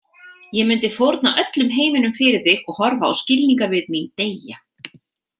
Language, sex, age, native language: Icelandic, female, 30-39, Icelandic